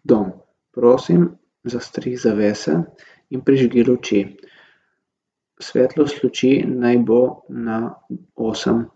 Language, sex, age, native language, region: Slovenian, male, 18-29, Slovenian, Gorica region